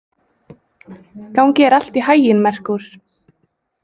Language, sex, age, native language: Icelandic, female, 20-29, Icelandic